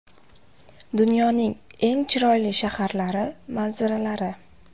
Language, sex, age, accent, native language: Uzbek, female, 18-24, Farg'ona, Uzbek